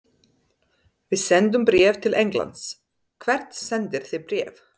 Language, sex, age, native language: Icelandic, female, 30-39, Serbo-Croatian